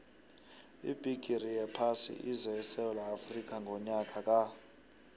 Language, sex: South Ndebele, male